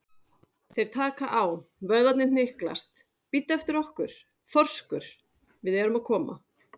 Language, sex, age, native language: Icelandic, female, 40-49, Icelandic